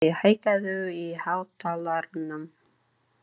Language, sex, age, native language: Icelandic, female, 30-39, English